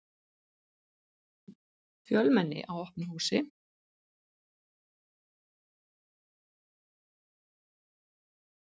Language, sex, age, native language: Icelandic, female, 50-59, Icelandic